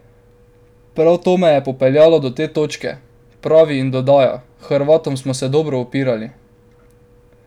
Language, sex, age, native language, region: Slovenian, male, 12-17, Slovenian, Drava region